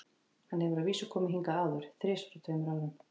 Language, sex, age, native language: Icelandic, female, 40-49, Icelandic